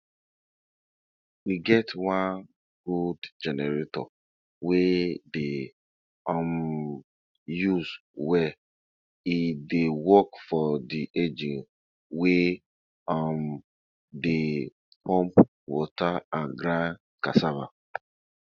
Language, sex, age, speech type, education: Nigerian Pidgin, female, 30-45, spontaneous, tertiary